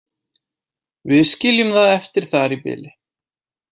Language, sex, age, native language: Icelandic, male, 18-19, Icelandic